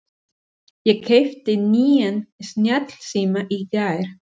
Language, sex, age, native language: Icelandic, female, 40-49, Spanish